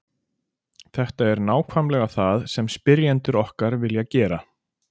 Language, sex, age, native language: Icelandic, male, 40-49, Icelandic